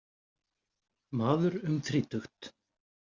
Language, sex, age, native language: Icelandic, male, 50-59, Icelandic